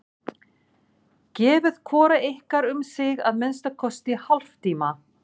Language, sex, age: Icelandic, female, 40-49